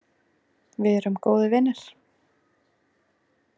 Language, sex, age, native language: Icelandic, female, 20-29, Icelandic